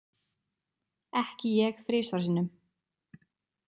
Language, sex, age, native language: Icelandic, female, 20-29, Icelandic